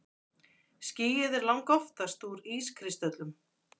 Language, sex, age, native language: Icelandic, female, 40-49, Icelandic